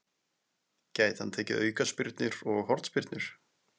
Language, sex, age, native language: Icelandic, male, 20-29, Icelandic